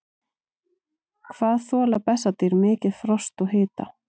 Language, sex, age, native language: Icelandic, female, 40-49, Icelandic